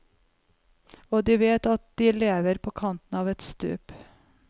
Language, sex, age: Norwegian, female, 45